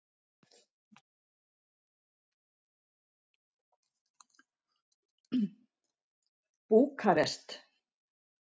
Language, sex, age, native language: Icelandic, female, 70-79, Icelandic